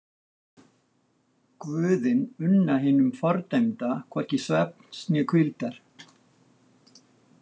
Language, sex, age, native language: Icelandic, male, 60-69, Icelandic